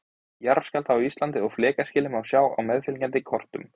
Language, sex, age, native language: Icelandic, male, 20-29, Icelandic